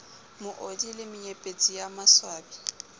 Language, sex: Southern Sotho, female